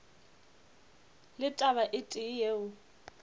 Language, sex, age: Northern Sotho, female, 25